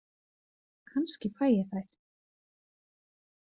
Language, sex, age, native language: Icelandic, female, 30-39, Icelandic